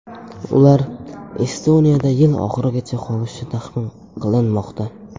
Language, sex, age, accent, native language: Uzbek, male, under 19, Samarqand, Uzbek